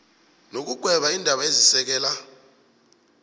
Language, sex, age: South Ndebele, male, 21